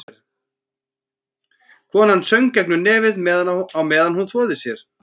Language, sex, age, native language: Icelandic, female, 14, Icelandic